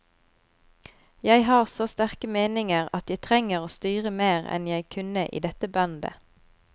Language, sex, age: Norwegian, female, 25